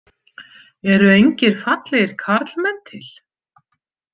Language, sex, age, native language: Icelandic, female, 50-59, Icelandic